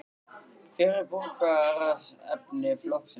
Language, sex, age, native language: Icelandic, male, 13, Icelandic